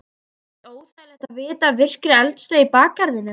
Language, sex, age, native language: Icelandic, female, 12, Icelandic